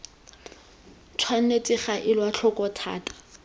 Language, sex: Tswana, female